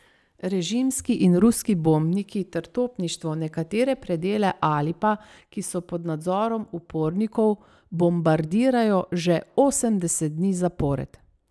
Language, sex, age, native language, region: Slovenian, female, 30-49, Slovenian, Savinja region